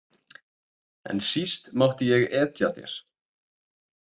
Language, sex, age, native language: Icelandic, male, 20-29, Icelandic